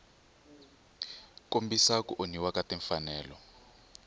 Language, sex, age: Tsonga, male, 24